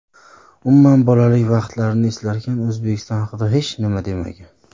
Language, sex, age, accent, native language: Uzbek, male, 30-39, Farg'ona, Uzbek